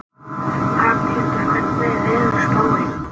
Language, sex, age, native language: Icelandic, male, 18-19, Icelandic